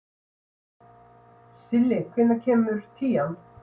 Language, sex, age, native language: Icelandic, female, 60-69, Icelandic